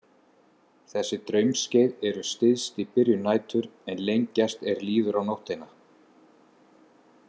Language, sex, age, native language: Icelandic, male, 50-59, Icelandic